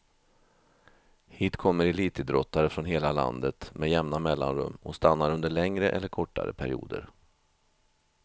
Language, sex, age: Swedish, male, 50